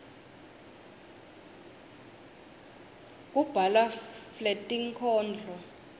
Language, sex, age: Swati, female, 21